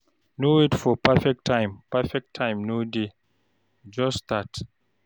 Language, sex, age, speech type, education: Nigerian Pidgin, male, 46-60, read, tertiary